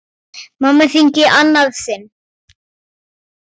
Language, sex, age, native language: Icelandic, female, 8, Icelandic